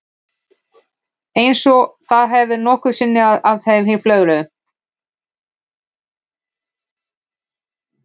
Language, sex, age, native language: Icelandic, female, 15, Icelandic